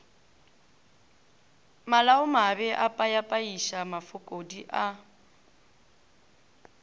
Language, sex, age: Northern Sotho, female, 18